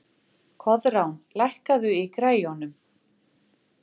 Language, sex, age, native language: Icelandic, female, 50-59, Icelandic